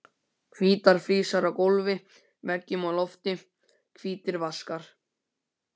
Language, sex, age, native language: Icelandic, male, 15, Icelandic